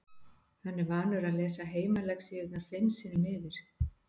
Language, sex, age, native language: Icelandic, female, 50-59, Icelandic